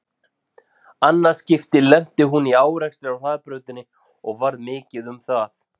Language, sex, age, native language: Icelandic, male, 40-49, Icelandic